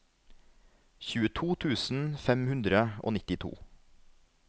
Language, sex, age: Norwegian, male, 33